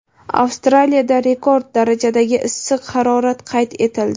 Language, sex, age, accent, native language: Uzbek, female, 18-24, Navoiy, Uzbek